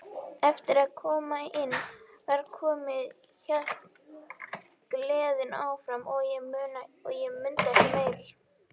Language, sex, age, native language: Icelandic, female, 18-19, Icelandic